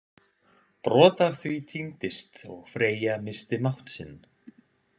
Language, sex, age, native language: Icelandic, male, 20-29, Icelandic